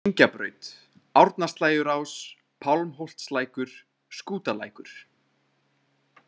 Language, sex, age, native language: Icelandic, male, 20-29, Icelandic